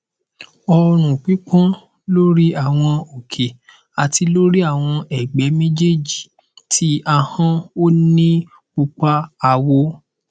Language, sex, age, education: Yoruba, male, 15-29, tertiary